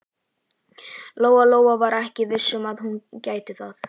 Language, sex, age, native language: Icelandic, male, 11, Icelandic